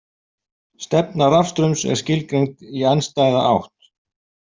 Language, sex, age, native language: Icelandic, male, 50-59, Icelandic